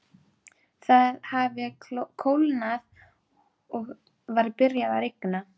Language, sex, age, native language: Icelandic, female, 12, Icelandic